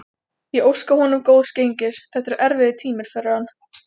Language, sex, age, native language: Icelandic, female, 20-29, Icelandic